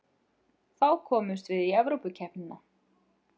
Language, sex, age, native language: Icelandic, female, 40-49, Icelandic